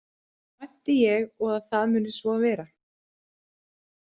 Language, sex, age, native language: Icelandic, female, 30-39, Icelandic